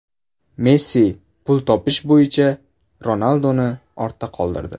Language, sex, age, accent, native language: Uzbek, male, 18-24, Buxoro, Uzbek